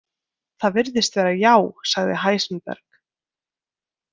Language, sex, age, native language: Icelandic, female, 20-29, Icelandic